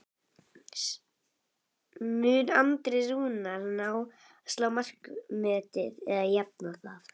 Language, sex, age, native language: Icelandic, female, 11, Icelandic